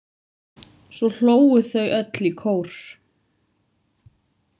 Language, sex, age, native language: Icelandic, female, 30-39, Icelandic